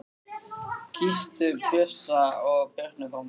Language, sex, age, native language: Icelandic, male, 13, Icelandic